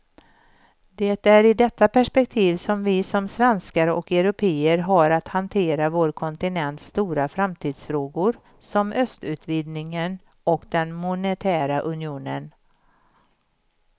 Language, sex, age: Swedish, female, 51